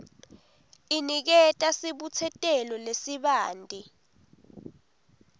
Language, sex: Swati, female